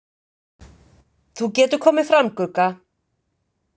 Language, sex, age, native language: Icelandic, female, 50-59, Icelandic